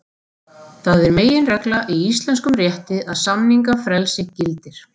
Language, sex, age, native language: Icelandic, female, 40-49, Icelandic